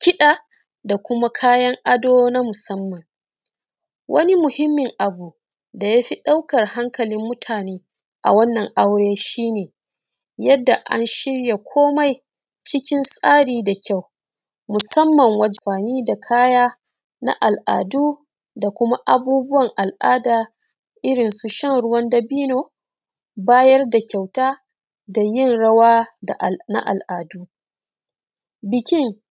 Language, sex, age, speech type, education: Hausa, female, 30-45, spontaneous, secondary